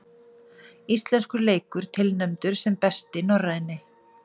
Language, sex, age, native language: Icelandic, female, 40-49, Icelandic